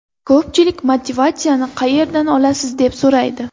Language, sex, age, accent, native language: Uzbek, female, 18-24, Andijon, Uzbek